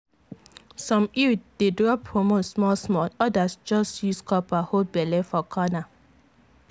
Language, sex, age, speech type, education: Nigerian Pidgin, female, 15-29, spontaneous, tertiary